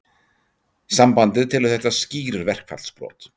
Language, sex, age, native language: Icelandic, male, 40-49, Icelandic